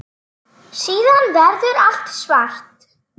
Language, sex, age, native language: Icelandic, male, 9, Icelandic